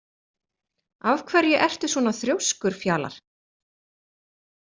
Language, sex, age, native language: Icelandic, female, 40-49, Icelandic